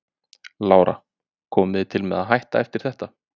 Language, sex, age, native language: Icelandic, male, 30-39, Icelandic